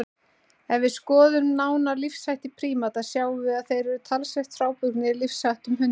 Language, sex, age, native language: Icelandic, female, 30-39, Icelandic